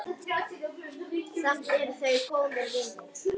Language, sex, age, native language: Icelandic, female, 8, Icelandic